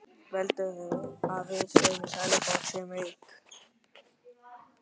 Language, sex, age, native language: Icelandic, male, 12, Icelandic